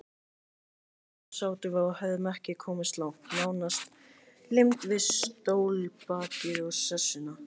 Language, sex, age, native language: Icelandic, male, 18-19, Icelandic